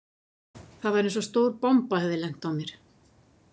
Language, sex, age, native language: Icelandic, female, 50-59, Icelandic